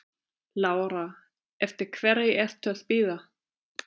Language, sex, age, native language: Icelandic, female, 30-39, German